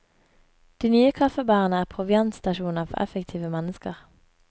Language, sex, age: Norwegian, female, 24